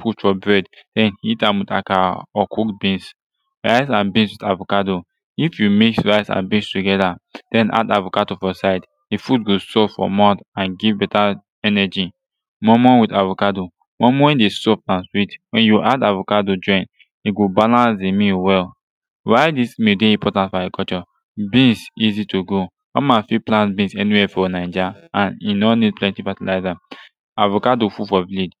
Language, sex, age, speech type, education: Nigerian Pidgin, male, 15-29, spontaneous, tertiary